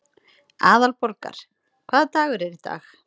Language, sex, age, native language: Icelandic, female, 30-39, Icelandic